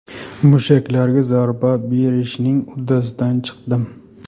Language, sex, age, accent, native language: Uzbek, male, 30-39, Buxoro, Uzbek